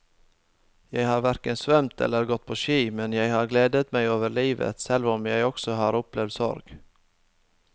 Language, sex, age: Norwegian, male, 25